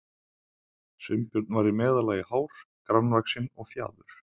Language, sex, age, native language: Icelandic, male, 20-29, Icelandic